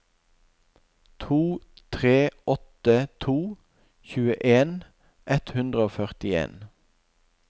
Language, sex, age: Norwegian, male, 41